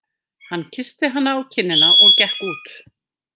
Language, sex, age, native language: Icelandic, female, 50-59, Icelandic